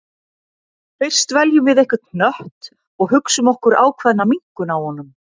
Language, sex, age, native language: Icelandic, female, 50-59, Icelandic